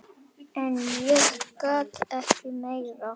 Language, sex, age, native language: Icelandic, male, 8, Icelandic